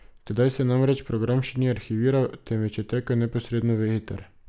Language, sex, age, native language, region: Slovenian, male, 18-29, Slovenian, Drava region